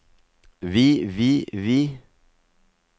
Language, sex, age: Norwegian, male, 50